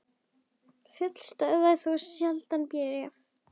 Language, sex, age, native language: Icelandic, female, 10, Icelandic